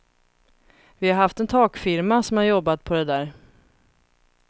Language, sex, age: Swedish, female, 31